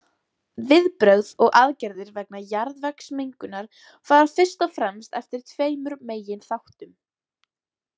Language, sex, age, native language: Icelandic, female, 18-19, Icelandic